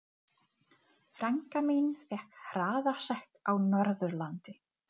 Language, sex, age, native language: Icelandic, female, 40-49, Czech